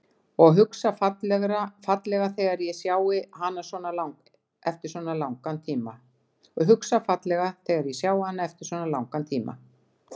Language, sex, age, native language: Icelandic, female, 60-69, Icelandic